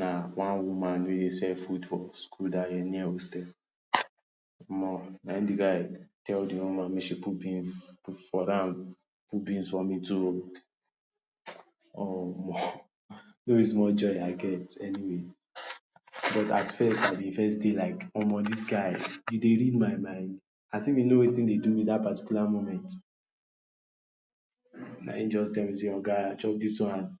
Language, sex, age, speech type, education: Nigerian Pidgin, male, 30-45, spontaneous, tertiary